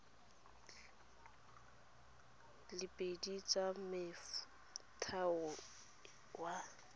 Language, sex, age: Tswana, female, 23